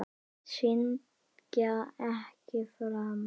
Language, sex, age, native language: Icelandic, male, 10, Icelandic